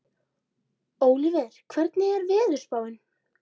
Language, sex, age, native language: Icelandic, female, 12, Icelandic